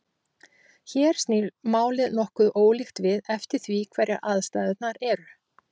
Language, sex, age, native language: Icelandic, female, 40-49, Icelandic